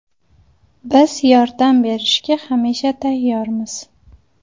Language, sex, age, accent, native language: Uzbek, female, 19-29, Farg'ona, Uzbek